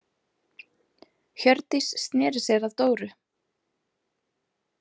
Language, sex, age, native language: Icelandic, female, 30-39, Icelandic